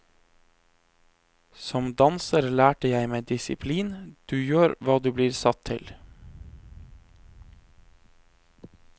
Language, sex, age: Norwegian, male, 23